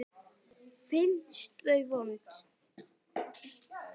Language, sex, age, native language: Icelandic, female, 10, Icelandic